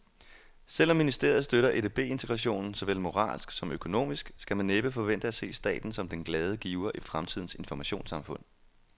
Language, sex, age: Danish, male, 28